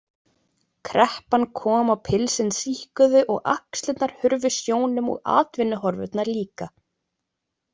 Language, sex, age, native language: Icelandic, female, 20-29, Icelandic